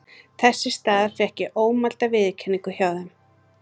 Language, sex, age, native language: Icelandic, female, 30-39, Icelandic